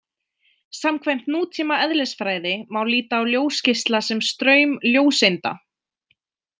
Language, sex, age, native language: Icelandic, female, 20-29, Icelandic